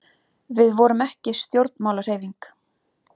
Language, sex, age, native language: Icelandic, female, 30-39, Icelandic